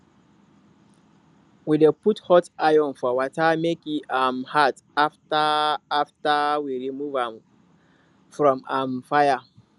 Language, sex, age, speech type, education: Nigerian Pidgin, male, 30-45, spontaneous, tertiary